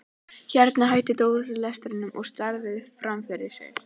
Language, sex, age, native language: Icelandic, female, 12, Icelandic